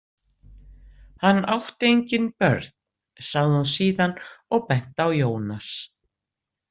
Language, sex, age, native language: Icelandic, female, 60-69, Icelandic